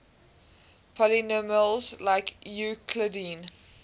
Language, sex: English, female